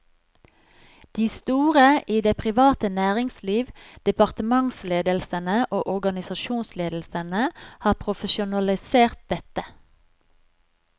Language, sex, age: Norwegian, female, 43